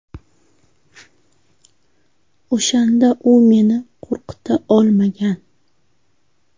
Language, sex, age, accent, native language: Uzbek, female, 18-24, Farg'ona, Uzbek